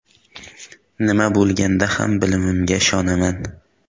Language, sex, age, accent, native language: Uzbek, male, 18-24, Samarqand, Uzbek